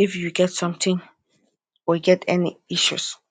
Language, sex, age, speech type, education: Nigerian Pidgin, female, 15-29, spontaneous, tertiary